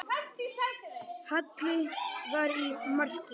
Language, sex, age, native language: Icelandic, male, 10, Icelandic